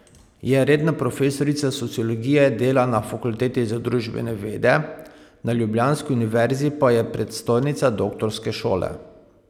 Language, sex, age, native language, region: Slovenian, male, 30-49, Slovenian, Pomurje region